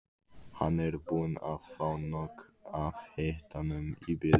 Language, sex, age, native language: Icelandic, male, 15, Icelandic